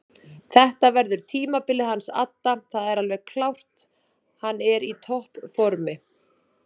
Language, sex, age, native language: Icelandic, female, 30-39, Icelandic